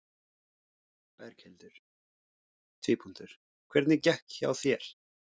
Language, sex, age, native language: Icelandic, male, 17, Icelandic